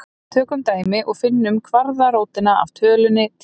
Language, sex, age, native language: Icelandic, female, 30-39, Icelandic